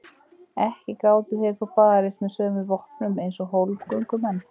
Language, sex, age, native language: Icelandic, female, 30-39, Icelandic